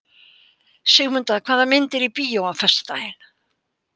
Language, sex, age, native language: Icelandic, female, 80-89, Icelandic